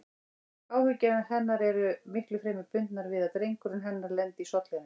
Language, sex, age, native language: Icelandic, female, 40-49, Icelandic